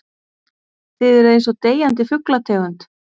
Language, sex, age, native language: Icelandic, female, 40-49, Icelandic